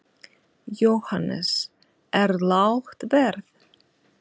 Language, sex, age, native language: Icelandic, female, 40-49, Russian